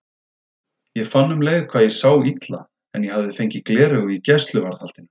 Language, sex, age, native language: Icelandic, male, 30-39, Icelandic